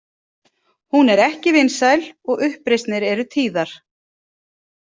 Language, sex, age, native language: Icelandic, female, 40-49, Icelandic